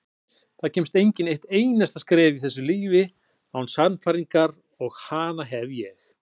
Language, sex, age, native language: Icelandic, male, 40-49, Icelandic